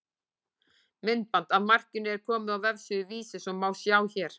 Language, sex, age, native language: Icelandic, female, 40-49, Icelandic